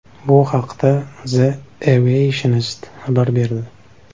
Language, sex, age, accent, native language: Uzbek, male, 18-24, Namangan, Uzbek